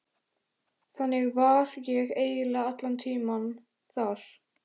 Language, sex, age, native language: Icelandic, male, 13, Icelandic